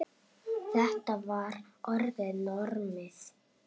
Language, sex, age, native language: Icelandic, male, 8, Icelandic